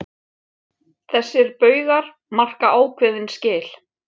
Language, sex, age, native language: Icelandic, female, 50-59, Icelandic